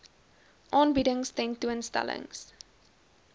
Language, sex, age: Afrikaans, female, 20